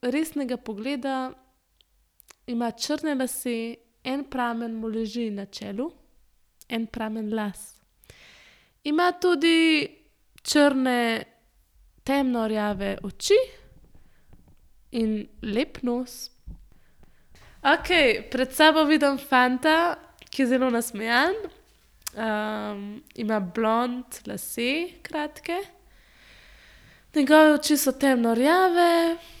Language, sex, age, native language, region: Slovenian, female, 18-29, Slovenian, Central Slovenia